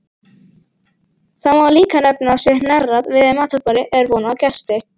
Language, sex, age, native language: Icelandic, female, 18-19, Icelandic